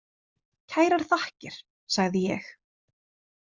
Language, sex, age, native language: Icelandic, female, 30-39, Icelandic